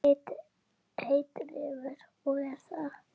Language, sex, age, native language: Icelandic, female, 8, Icelandic